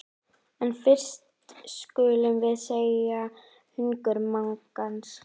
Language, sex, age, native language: Icelandic, female, 11, Icelandic